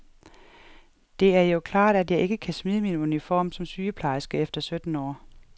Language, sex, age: Danish, female, 47